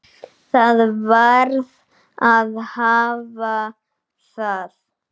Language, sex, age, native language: Icelandic, male, 9, Icelandic